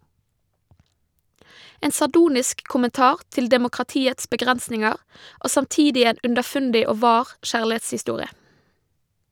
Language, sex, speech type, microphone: Norwegian, female, read, Shure